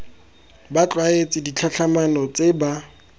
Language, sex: Tswana, male